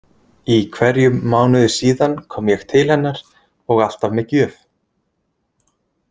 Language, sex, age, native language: Icelandic, male, 20-29, Icelandic